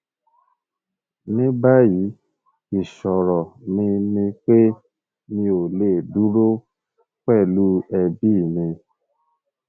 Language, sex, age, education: Yoruba, male, 30-45, tertiary